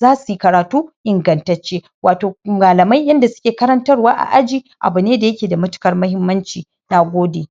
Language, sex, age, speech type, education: Hausa, female, 46-60, spontaneous, tertiary